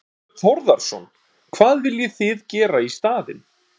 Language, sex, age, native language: Icelandic, male, 30-39, Icelandic